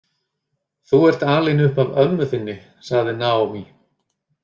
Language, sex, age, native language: Icelandic, male, 30-39, Icelandic